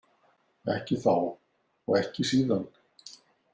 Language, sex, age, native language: Icelandic, male, 60-69, Icelandic